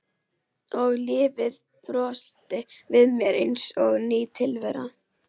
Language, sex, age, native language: Icelandic, female, 11, Icelandic